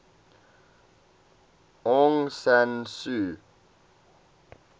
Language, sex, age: English, male, 18